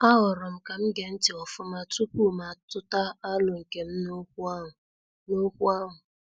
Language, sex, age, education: Igbo, female, 30-45, secondary